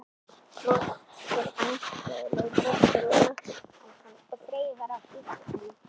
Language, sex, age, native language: Icelandic, female, 11, Icelandic